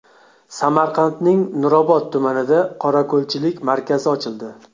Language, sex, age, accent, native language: Uzbek, male, 25-34, Xorazm, Uzbek